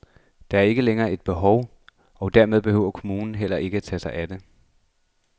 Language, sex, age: Danish, male, 26